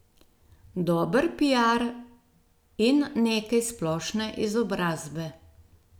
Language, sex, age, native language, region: Slovenian, female, 50-59, Slovenian, Gorenjska region